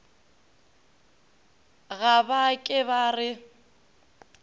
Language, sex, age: Northern Sotho, female, 18